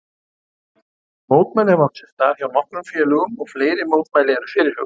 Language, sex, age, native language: Icelandic, male, 70-79, Icelandic